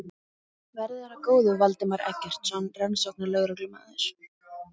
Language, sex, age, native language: Icelandic, female, 15, Icelandic